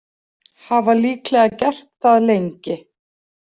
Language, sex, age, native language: Icelandic, female, 40-49, Icelandic